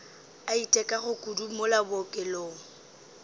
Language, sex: Northern Sotho, female